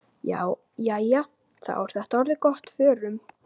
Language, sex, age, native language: Icelandic, female, 9, Icelandic